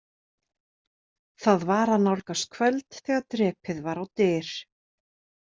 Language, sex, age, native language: Icelandic, female, 30-39, Icelandic